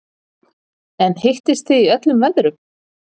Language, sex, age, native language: Icelandic, female, 40-49, Icelandic